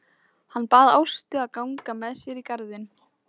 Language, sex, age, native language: Icelandic, female, 14, Icelandic